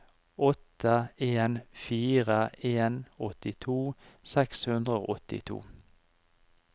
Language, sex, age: Norwegian, male, 49